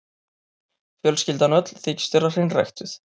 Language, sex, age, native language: Icelandic, male, 30-39, Icelandic